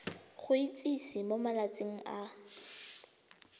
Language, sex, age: Tswana, female, 20